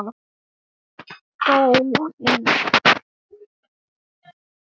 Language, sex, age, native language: Icelandic, male, 7, Icelandic